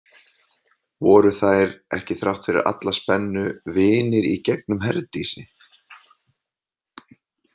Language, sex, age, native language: Icelandic, male, 30-39, Icelandic